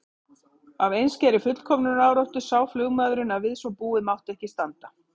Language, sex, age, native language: Icelandic, female, 50-59, Icelandic